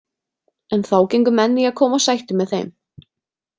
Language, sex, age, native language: Icelandic, female, 30-39, Icelandic